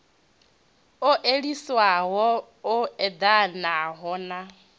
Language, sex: Venda, female